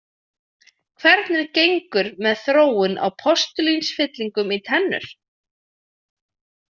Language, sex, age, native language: Icelandic, female, 20-29, Icelandic